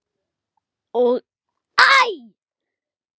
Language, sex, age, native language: Icelandic, male, 8, Icelandic